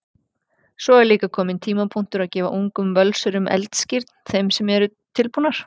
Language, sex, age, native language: Icelandic, female, 40-49, Icelandic